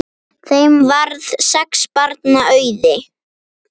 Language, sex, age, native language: Icelandic, male, 10, Icelandic